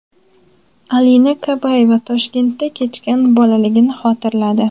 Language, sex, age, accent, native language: Uzbek, female, 18-24, Samarqand, Uzbek